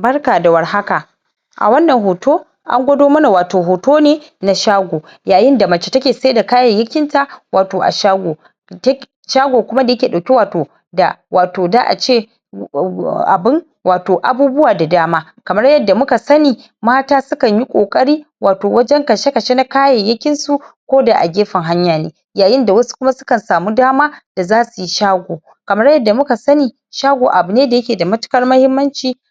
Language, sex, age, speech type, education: Hausa, female, 30-45, spontaneous, tertiary